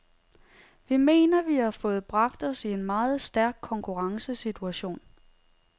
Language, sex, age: Danish, female, 30